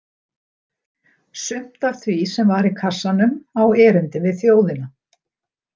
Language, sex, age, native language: Icelandic, female, 60-69, Icelandic